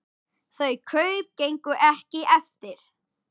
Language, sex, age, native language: Icelandic, male, 10, Icelandic